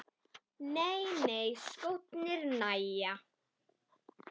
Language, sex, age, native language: Icelandic, female, 10, Icelandic